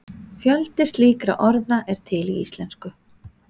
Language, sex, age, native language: Icelandic, female, 40-49, Icelandic